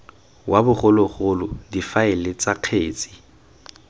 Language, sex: Tswana, male